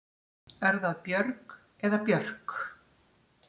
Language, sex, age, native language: Icelandic, female, 60-69, Icelandic